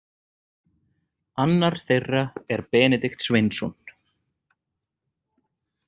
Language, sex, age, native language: Icelandic, male, 30-39, Icelandic